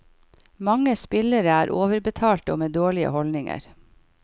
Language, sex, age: Norwegian, female, 51